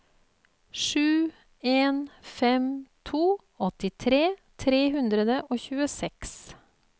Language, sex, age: Norwegian, female, 48